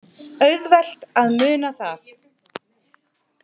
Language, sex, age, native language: Icelandic, female, 30-39, Icelandic